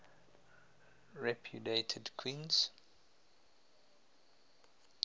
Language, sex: English, male